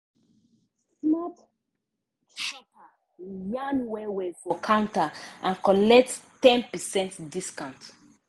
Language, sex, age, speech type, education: Nigerian Pidgin, female, 30-45, spontaneous, secondary